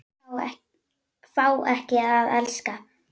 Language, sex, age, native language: Icelandic, female, 9, Icelandic